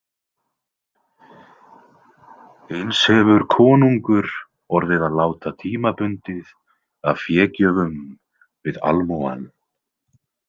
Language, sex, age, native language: Icelandic, male, 20-29, Icelandic